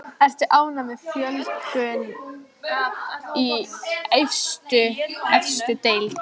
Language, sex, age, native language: Icelandic, female, 14, Icelandic